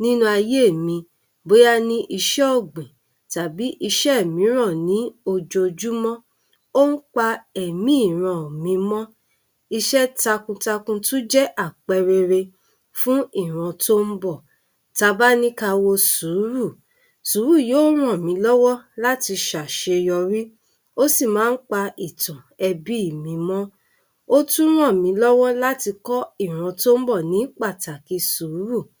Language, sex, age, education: Yoruba, female, 30-45, tertiary